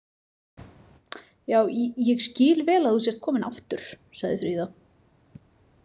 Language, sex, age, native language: Icelandic, female, 30-39, Icelandic